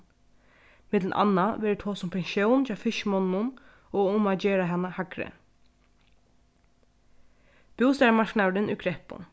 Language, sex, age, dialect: Faroese, female, 15-35, Norðurstreymoy/Eysturoy